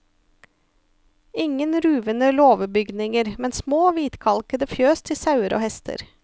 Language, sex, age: Norwegian, female, 34